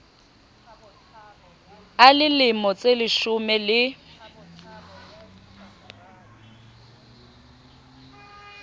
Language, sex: Southern Sotho, female